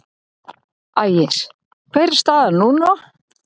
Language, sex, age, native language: Icelandic, male, 40-49, Icelandic